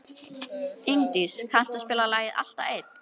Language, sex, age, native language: Icelandic, female, 11, Icelandic